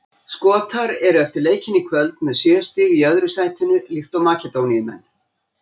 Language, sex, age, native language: Icelandic, female, 60-69, Icelandic